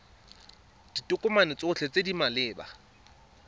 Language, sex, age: Tswana, male, 22